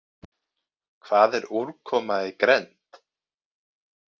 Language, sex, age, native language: Icelandic, male, 20-29, Icelandic